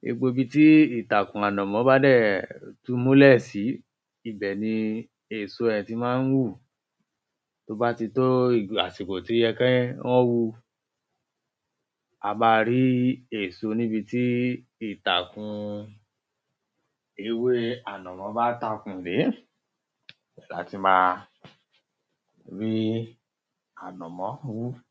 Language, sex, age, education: Yoruba, male, 30-45, tertiary